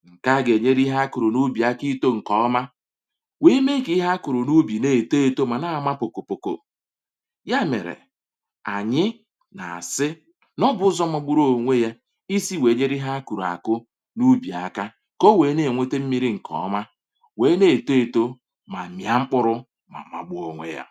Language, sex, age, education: Igbo, male, 30-45, tertiary